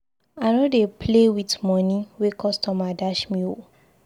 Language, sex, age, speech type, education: Nigerian Pidgin, female, 15-29, read, secondary